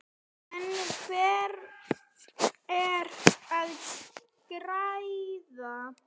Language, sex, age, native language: Icelandic, female, 9, Icelandic